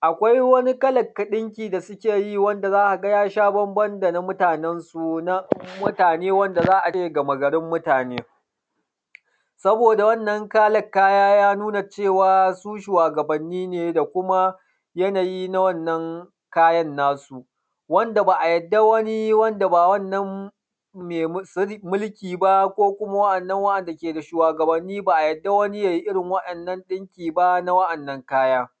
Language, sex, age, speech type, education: Hausa, male, 30-45, spontaneous, tertiary